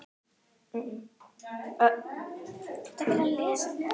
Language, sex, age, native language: Icelandic, other, 12, Icelandic